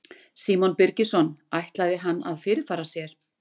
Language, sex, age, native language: Icelandic, female, 60-69, Icelandic